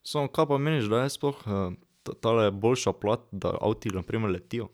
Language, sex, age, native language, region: Slovenian, male, 12-17, Slovenian, Drava region